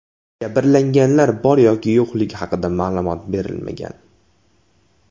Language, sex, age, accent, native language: Uzbek, male, 18-24, Toshkent viloyati, Uzbek